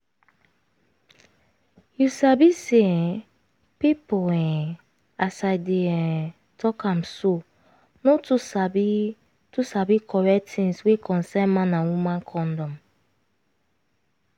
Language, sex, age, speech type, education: Nigerian Pidgin, female, 15-29, spontaneous, tertiary